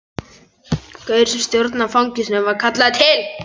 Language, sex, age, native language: Icelandic, male, 11, Icelandic